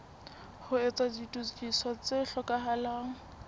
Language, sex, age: Southern Sotho, female, 18